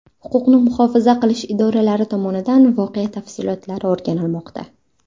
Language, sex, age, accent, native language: Uzbek, female, under 19, Navoiy, Uzbek